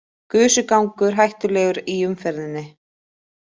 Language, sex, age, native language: Icelandic, female, 20-29, Icelandic